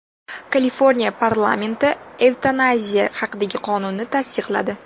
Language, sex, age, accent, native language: Uzbek, female, 19-29, Toshkent viloyati, Uzbek